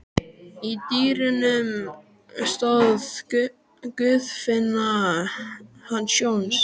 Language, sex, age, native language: Icelandic, male, 12, Icelandic